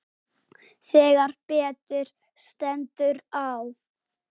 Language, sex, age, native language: Icelandic, male, 8, Icelandic